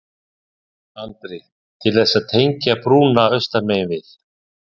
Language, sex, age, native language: Icelandic, male, 60-69, Icelandic